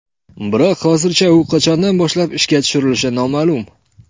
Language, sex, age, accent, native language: Uzbek, male, 19-29, Qoraqalpog'iston, Karakalpak